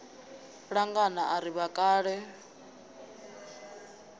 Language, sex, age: Venda, female, 22